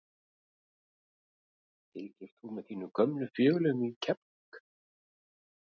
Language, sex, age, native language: Icelandic, male, 50-59, Icelandic